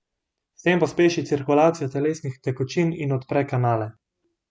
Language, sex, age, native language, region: Slovenian, male, 18-29, Slovenian, Gorenjska region